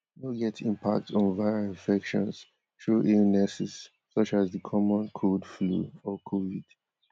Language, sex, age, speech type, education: Nigerian Pidgin, male, 15-29, spontaneous, tertiary